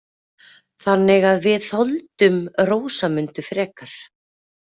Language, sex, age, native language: Icelandic, female, 40-49, Icelandic